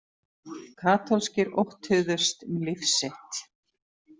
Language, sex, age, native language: Icelandic, female, 50-59, Icelandic